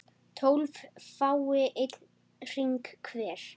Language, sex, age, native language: Icelandic, female, 10, Icelandic